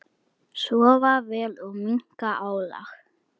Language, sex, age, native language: Icelandic, male, 8, Icelandic